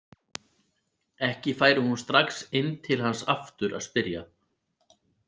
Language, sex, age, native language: Icelandic, male, 40-49, Icelandic